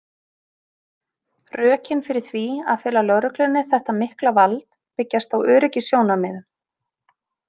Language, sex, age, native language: Icelandic, female, 30-39, Icelandic